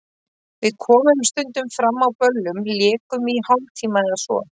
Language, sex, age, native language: Icelandic, female, 30-39, Icelandic